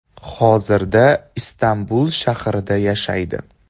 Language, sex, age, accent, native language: Uzbek, male, 18-24, Andijon, Uzbek